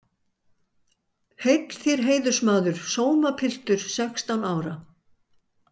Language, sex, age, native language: Icelandic, male, 60-69, Icelandic